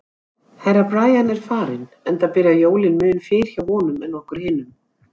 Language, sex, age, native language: Icelandic, female, 60-69, Icelandic